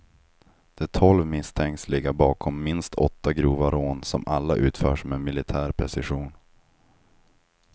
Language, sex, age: Swedish, male, 25